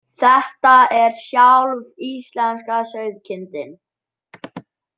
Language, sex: Icelandic, male